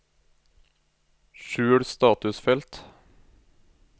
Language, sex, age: Norwegian, male, 26